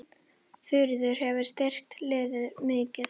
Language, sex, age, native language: Icelandic, female, 10, Icelandic